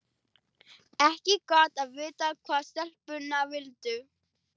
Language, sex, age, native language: Icelandic, female, 12, Icelandic